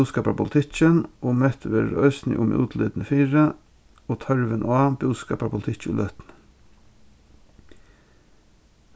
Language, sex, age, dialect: Faroese, male, 36-60, Norðurstreymoy/Eysturoy